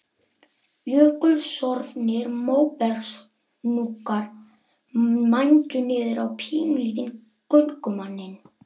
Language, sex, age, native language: Icelandic, male, 11, Icelandic